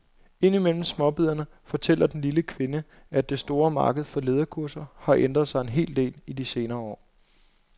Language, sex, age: Danish, male, 26